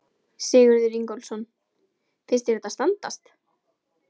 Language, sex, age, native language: Icelandic, female, 17, Icelandic